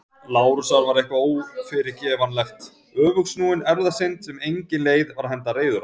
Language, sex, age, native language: Icelandic, male, 40-49, Icelandic